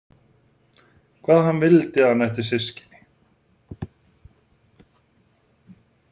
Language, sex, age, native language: Icelandic, male, 40-49, Icelandic